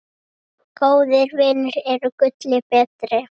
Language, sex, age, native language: Icelandic, female, 7, Icelandic